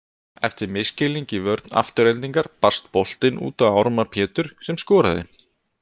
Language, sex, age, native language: Icelandic, male, 20-29, Icelandic